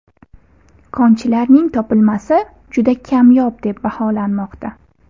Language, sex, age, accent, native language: Uzbek, female, 18-24, Buxoro, Uzbek